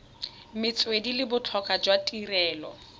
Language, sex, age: Tswana, female, 21